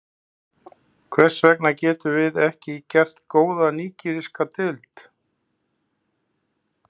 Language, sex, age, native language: Icelandic, male, 60-69, Icelandic